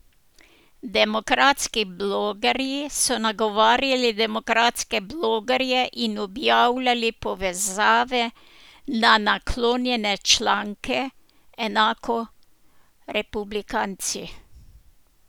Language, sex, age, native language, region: Slovenian, female, 60+, Slovenian, Posavska region